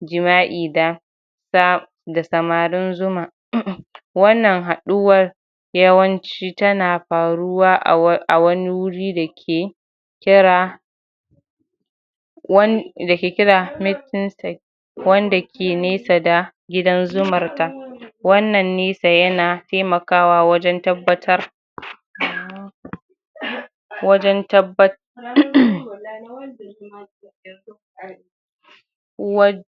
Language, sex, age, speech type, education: Hausa, female, 46-60, spontaneous, tertiary